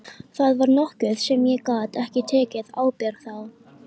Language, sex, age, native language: Icelandic, female, 13, Icelandic